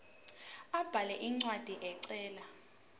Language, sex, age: Zulu, female, 18